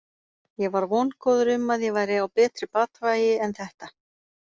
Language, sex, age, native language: Icelandic, female, 40-49, Icelandic